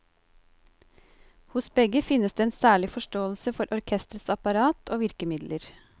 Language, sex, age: Norwegian, female, 28